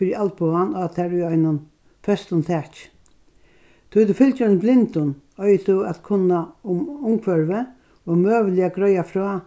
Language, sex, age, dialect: Faroese, female, 61+, Norðurstreymoy/Eysturoy